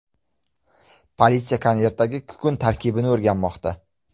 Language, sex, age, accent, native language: Uzbek, male, 25-34, Jizzax, Uzbek